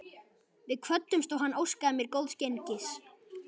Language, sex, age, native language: Icelandic, male, 11, Icelandic